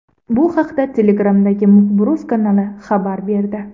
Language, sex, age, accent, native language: Uzbek, female, 18-24, Andijon, Uzbek